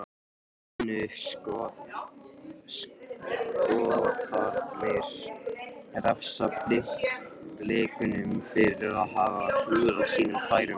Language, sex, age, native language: Icelandic, male, 13, Icelandic